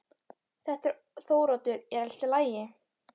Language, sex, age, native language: Icelandic, female, 12, Icelandic